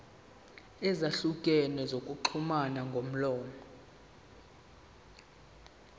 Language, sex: Zulu, male